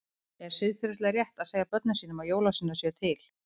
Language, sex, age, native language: Icelandic, female, 30-39, Icelandic